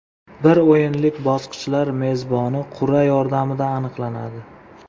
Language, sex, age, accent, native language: Uzbek, male, 25-34, Samarqand, Uzbek